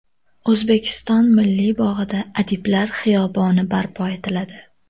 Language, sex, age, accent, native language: Uzbek, female, 18-24, Toshkent viloyati, Uzbek